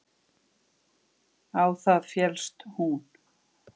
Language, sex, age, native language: Icelandic, female, 50-59, Icelandic